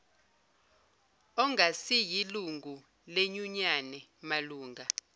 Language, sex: Zulu, female